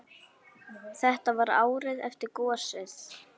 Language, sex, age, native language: Icelandic, female, 10, Icelandic